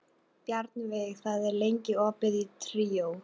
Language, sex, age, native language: Icelandic, female, 40-49, Icelandic